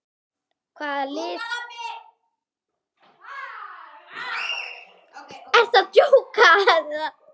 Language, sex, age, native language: Icelandic, male, 10, Icelandic